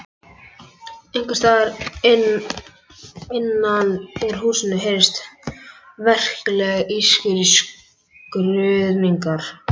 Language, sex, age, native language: Icelandic, male, 11, Icelandic